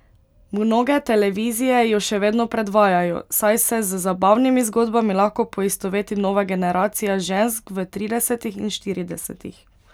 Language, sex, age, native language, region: Slovenian, female, 18-29, Slovenian, Pomurje region